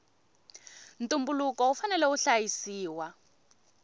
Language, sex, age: Tsonga, female, 21